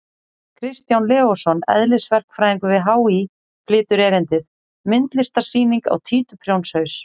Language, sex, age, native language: Icelandic, female, 40-49, Icelandic